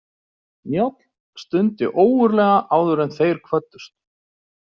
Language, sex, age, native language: Icelandic, male, 40-49, Icelandic